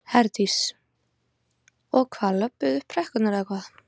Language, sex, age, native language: Icelandic, female, 20-29, Icelandic